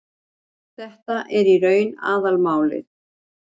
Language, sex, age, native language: Icelandic, female, 60-69, Icelandic